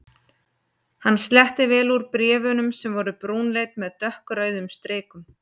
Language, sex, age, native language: Icelandic, female, 30-39, Icelandic